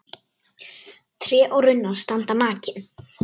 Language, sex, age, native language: Icelandic, female, 9, Icelandic